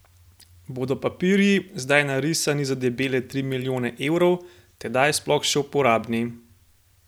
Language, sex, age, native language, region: Slovenian, male, 18-29, Slovenian, Gorenjska region